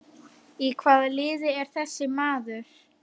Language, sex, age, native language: Icelandic, female, 60-69, Icelandic